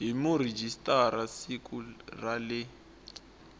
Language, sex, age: Tsonga, male, 19